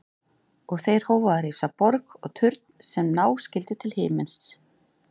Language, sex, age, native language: Icelandic, female, 40-49, Icelandic